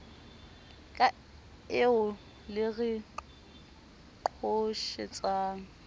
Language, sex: Southern Sotho, female